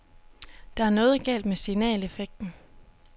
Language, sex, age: Danish, female, 26